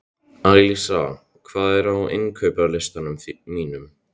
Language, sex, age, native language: Icelandic, male, 13, Icelandic